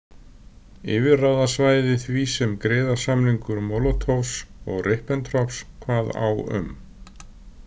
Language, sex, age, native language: Icelandic, male, 60-69, Icelandic